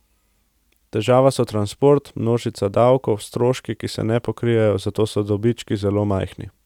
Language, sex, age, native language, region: Slovenian, male, 18-29, Slovenian, Central Slovenia